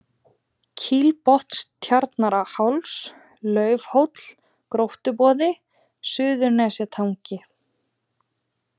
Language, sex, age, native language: Icelandic, female, 20-29, Icelandic